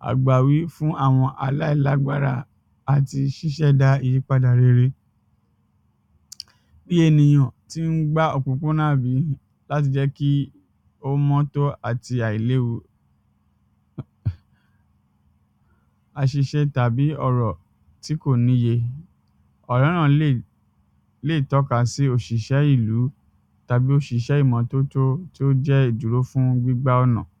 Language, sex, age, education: Yoruba, male, 30-45, secondary